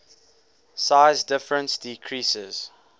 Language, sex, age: English, male, 18